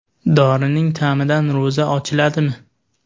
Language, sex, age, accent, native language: Uzbek, male, 18-24, Sirdaryo, Uzbek